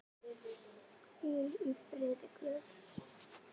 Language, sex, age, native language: Icelandic, female, 10, Icelandic